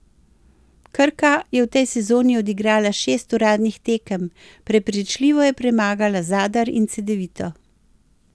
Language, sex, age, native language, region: Slovenian, female, 60+, Slovenian, Central Slovenia